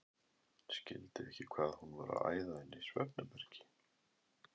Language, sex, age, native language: Icelandic, male, 11, Icelandic